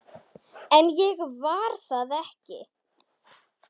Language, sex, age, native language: Icelandic, female, 10, Icelandic